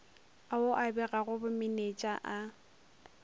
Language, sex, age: Northern Sotho, female, 23